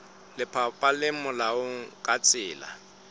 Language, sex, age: Southern Sotho, male, 35